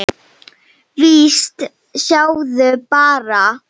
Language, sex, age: Icelandic, female, 7